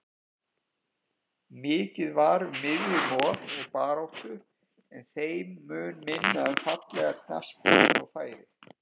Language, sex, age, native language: Icelandic, male, 50-59, Icelandic